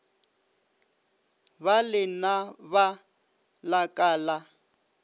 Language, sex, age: Northern Sotho, male, 25